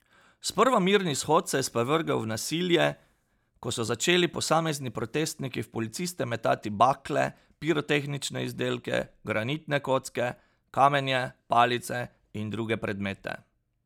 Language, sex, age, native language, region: Slovenian, male, 30-49, Slovenian, Pomurje region